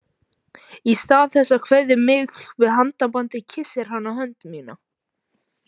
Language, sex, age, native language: Icelandic, male, 18-19, Icelandic